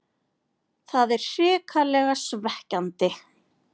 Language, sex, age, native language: Icelandic, female, 40-49, Icelandic